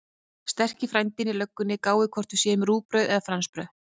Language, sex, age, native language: Icelandic, female, 30-39, Icelandic